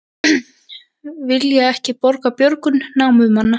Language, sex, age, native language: Icelandic, female, 20-29, Icelandic